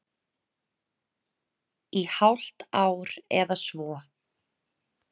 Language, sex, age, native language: Icelandic, female, 30-39, Icelandic